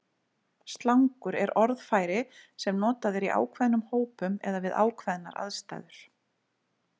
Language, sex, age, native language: Icelandic, female, 40-49, Icelandic